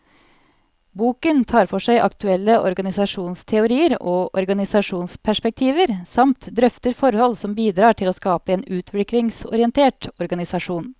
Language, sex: Norwegian, female